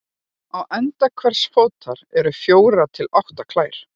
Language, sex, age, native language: Icelandic, female, 40-49, Icelandic